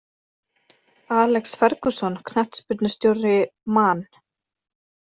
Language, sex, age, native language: Icelandic, female, 30-39, Icelandic